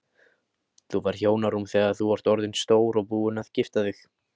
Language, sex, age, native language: Icelandic, male, 18-19, Icelandic